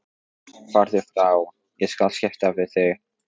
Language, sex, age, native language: Icelandic, male, 14, Polish